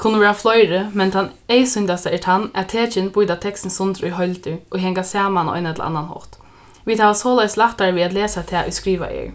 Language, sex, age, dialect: Faroese, female, 15-35, Norðuroyggjar